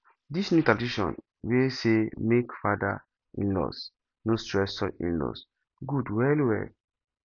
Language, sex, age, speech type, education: Nigerian Pidgin, male, 15-29, spontaneous, tertiary